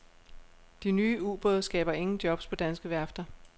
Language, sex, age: Danish, female, 36